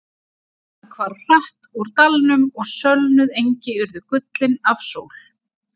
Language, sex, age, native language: Icelandic, female, 30-39, Icelandic